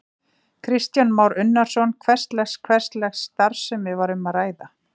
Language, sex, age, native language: Icelandic, female, 40-49, Icelandic